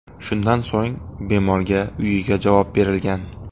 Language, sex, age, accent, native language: Uzbek, male, 18-24, Xorazm, Uzbek